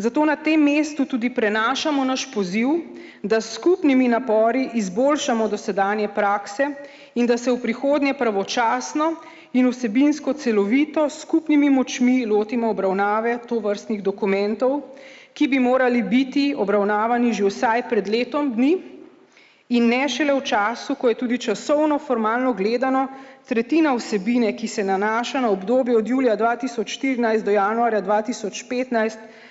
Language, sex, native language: Slovenian, female, Slovenian